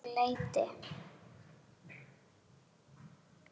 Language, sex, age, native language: Icelandic, female, 10, Icelandic